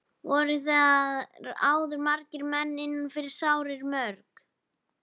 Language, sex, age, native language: Icelandic, female, 11, Icelandic